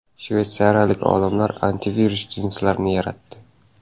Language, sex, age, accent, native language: Uzbek, male, 18-24, Samarqand, Uzbek